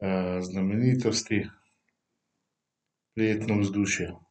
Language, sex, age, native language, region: Slovenian, male, 50-59, Slovenian, Central Slovenia